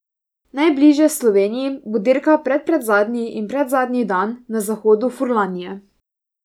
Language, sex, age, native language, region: Slovenian, female, 18-29, Slovenian, Drava region